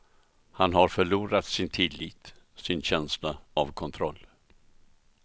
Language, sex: Swedish, male